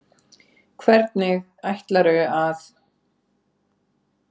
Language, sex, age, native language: Icelandic, female, 40-49, Icelandic